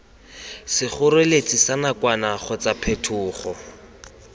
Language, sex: Tswana, male